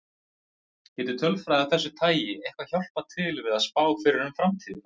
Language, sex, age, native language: Icelandic, male, 20-29, Icelandic